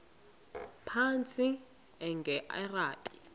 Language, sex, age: Xhosa, female, 20